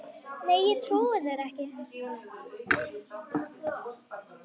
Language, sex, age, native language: Icelandic, female, 9, Icelandic